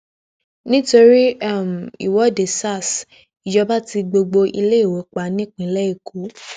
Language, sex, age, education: Yoruba, female, 15-29, tertiary